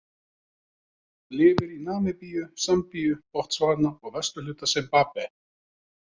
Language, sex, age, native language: Icelandic, male, 30-39, Icelandic